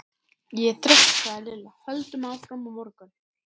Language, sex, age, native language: Icelandic, female, 13, Icelandic